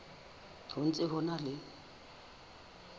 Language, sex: Southern Sotho, female